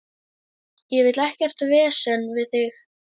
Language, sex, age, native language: Icelandic, female, 11, Icelandic